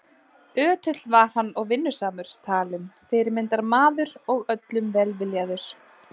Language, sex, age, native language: Icelandic, female, 20-29, Icelandic